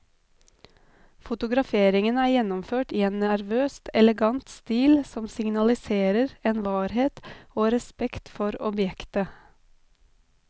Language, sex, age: Norwegian, female, 32